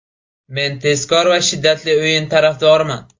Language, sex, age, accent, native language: Uzbek, male, 18-24, Buxoro, Uzbek